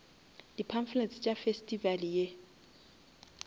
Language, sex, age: Northern Sotho, female, 27